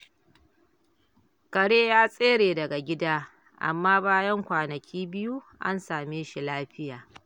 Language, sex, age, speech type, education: Hausa, female, 60+, read, primary